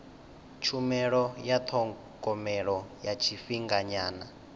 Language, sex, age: Venda, male, 19